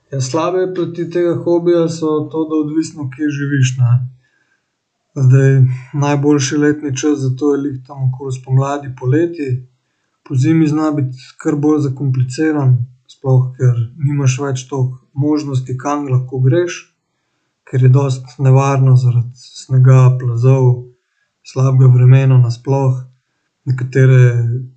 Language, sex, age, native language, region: Slovenian, male, 18-29, Slovenian, Central Slovenia